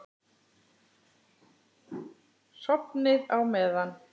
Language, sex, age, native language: Icelandic, female, 8, Icelandic